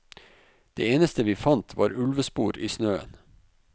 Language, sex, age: Norwegian, male, 44